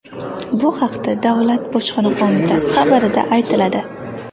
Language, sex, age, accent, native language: Uzbek, female, 18-24, Andijon, Uzbek